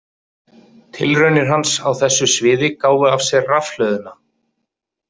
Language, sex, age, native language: Icelandic, male, 30-39, Icelandic